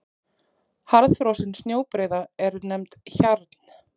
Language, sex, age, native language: Icelandic, female, 30-39, Icelandic